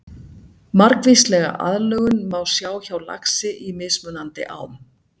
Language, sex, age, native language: Icelandic, female, 60-69, Icelandic